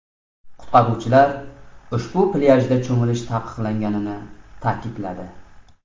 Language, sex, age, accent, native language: Uzbek, male, 25-34, Namangan, Uzbek